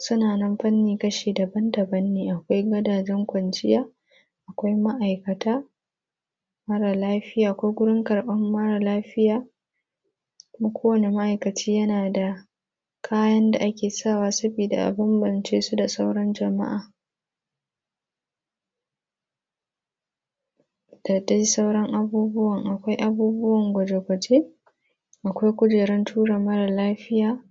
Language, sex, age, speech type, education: Hausa, female, 15-29, spontaneous, primary